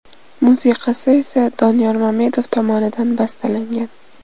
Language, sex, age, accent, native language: Uzbek, female, 18-24, Namangan, Uzbek